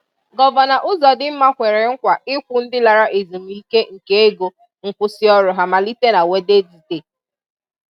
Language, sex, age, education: Igbo, female, 15-29, tertiary